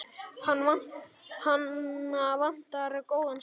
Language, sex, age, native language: Icelandic, male, 9, Icelandic